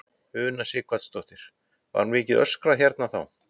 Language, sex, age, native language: Icelandic, male, 50-59, Icelandic